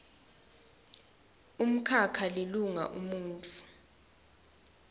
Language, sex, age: Swati, female, 19